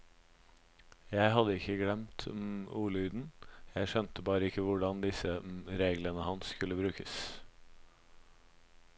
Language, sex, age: Norwegian, male, 26